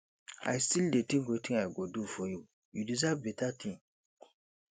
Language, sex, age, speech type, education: Nigerian Pidgin, male, 15-29, spontaneous, tertiary